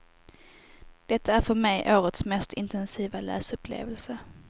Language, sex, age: Swedish, female, 18